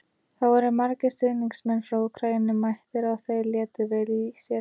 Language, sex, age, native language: Icelandic, female, 18-19, Icelandic